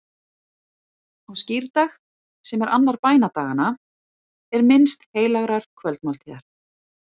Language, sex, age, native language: Icelandic, female, 40-49, Icelandic